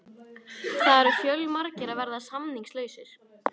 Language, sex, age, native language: Icelandic, female, 18-19, Icelandic